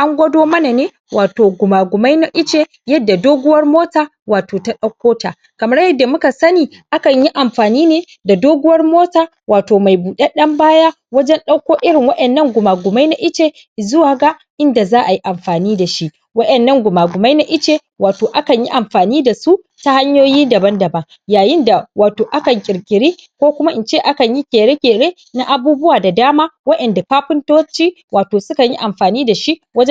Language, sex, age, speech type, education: Hausa, female, 46-60, spontaneous, tertiary